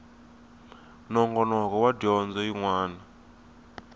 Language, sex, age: Tsonga, male, 21